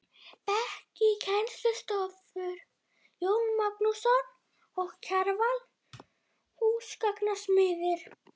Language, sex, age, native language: Icelandic, male, 12, Icelandic